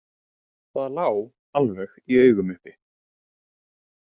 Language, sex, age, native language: Icelandic, male, 18-19, Icelandic